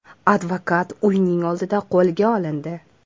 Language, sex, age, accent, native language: Uzbek, female, 25-34, Toshkent viloyati, Uzbek